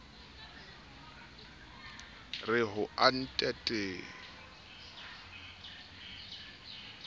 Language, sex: Southern Sotho, male